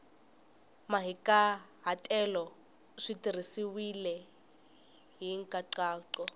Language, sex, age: Tsonga, female, 20